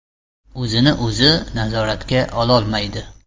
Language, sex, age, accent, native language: Uzbek, male, 35+, Namangan, Uzbek